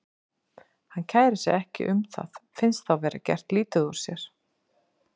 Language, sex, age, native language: Icelandic, female, 50-59, Icelandic